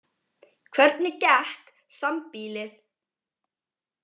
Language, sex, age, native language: Icelandic, female, 20-29, Icelandic